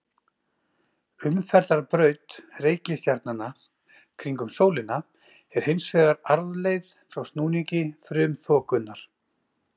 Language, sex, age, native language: Icelandic, male, 40-49, Icelandic